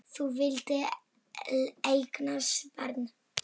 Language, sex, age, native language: Icelandic, female, 7, Polish